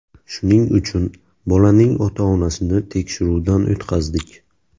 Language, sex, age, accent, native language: Uzbek, male, 18-24, Buxoro, Uzbek